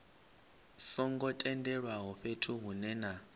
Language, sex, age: Venda, male, 25